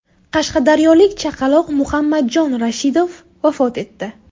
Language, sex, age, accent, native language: Uzbek, female, 18-24, Buxoro, Uzbek